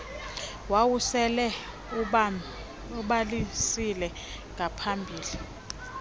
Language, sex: Xhosa, female